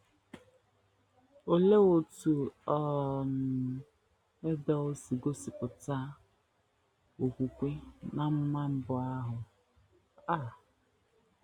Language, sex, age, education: Igbo, female, 15-29, tertiary